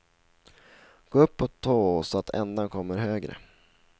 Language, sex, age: Swedish, male, 16